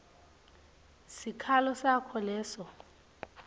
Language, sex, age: Swati, female, 21